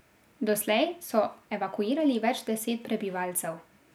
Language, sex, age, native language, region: Slovenian, female, 18-29, Slovenian, Drava region